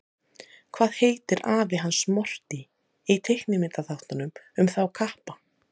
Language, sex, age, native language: Icelandic, female, 30-39, Icelandic